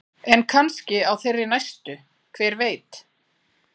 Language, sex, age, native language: Icelandic, female, 40-49, Icelandic